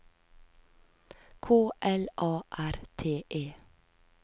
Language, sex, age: Norwegian, female, 36